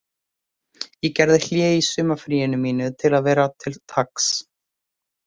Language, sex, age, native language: Icelandic, female, 18-19, Icelandic